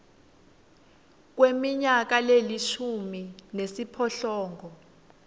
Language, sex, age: Swati, female, 19